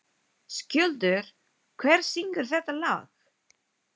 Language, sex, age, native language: Icelandic, female, 20-29, Filipino